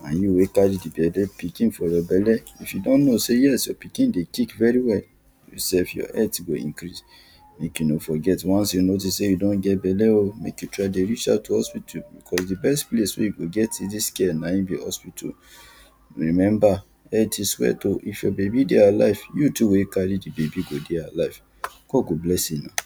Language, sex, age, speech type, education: Nigerian Pidgin, male, 30-45, spontaneous, tertiary